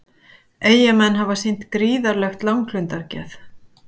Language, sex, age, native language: Icelandic, female, 50-59, Icelandic